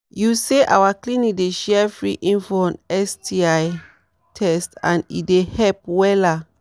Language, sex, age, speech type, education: Nigerian Pidgin, female, 30-45, spontaneous, tertiary